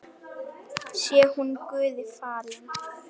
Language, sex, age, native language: Icelandic, female, 9, Icelandic